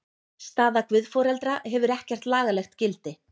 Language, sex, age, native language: Icelandic, female, 30-39, Icelandic